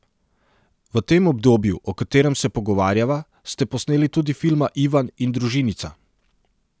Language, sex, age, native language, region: Slovenian, male, 30-49, Serbian, Central Slovenia